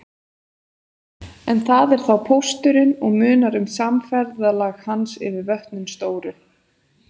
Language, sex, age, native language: Icelandic, female, 30-39, Icelandic